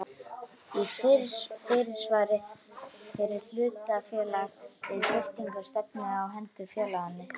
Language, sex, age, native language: Icelandic, male, 12, Icelandic